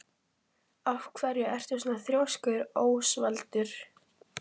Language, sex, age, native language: Icelandic, female, 12, Icelandic